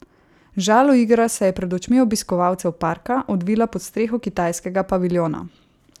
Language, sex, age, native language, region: Slovenian, female, 18-29, Slovenian, Savinja region